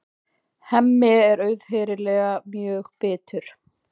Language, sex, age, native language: Icelandic, female, 20-29, Icelandic